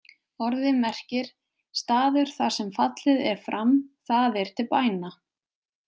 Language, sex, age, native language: Icelandic, female, 20-29, Icelandic